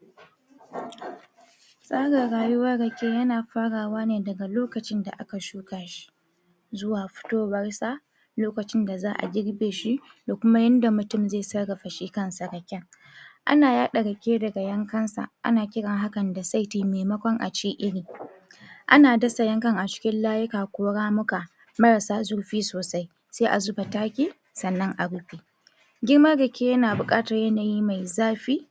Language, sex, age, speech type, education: Hausa, female, 46-60, spontaneous, tertiary